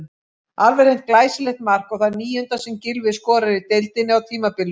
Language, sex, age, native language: Icelandic, female, 50-59, Icelandic